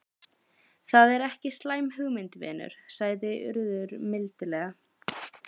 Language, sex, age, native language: Icelandic, female, 12, Icelandic